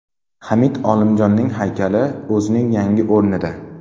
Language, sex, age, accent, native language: Uzbek, male, 12-17, Namangan, Uzbek